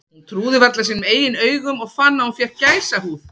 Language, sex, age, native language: Icelandic, female, 40-49, Icelandic